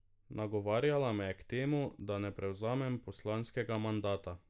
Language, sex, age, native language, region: Slovenian, male, 18-29, Slovenian, Drava region